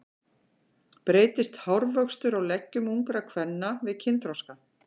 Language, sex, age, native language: Icelandic, female, 50-59, Icelandic